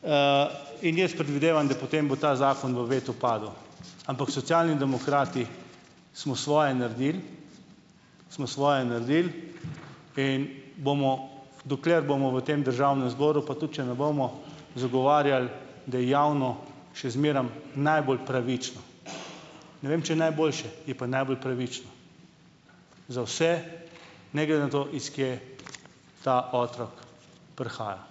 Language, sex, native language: Slovenian, male, Slovenian